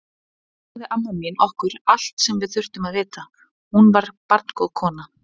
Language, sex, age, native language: Icelandic, female, 20-29, Icelandic